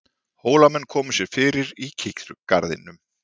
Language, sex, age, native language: Icelandic, male, 40-49, Icelandic